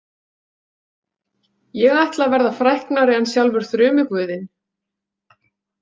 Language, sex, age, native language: Icelandic, female, 40-49, Icelandic